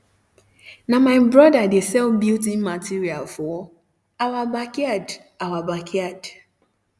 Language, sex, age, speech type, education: Nigerian Pidgin, female, 15-29, spontaneous, tertiary